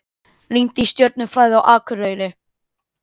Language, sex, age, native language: Icelandic, female, 30-39, Icelandic